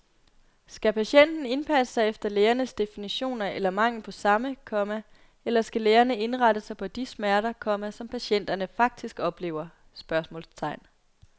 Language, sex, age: Danish, female, 22